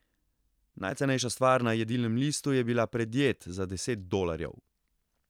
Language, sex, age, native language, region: Slovenian, male, 30-49, Slovenian, Central Slovenia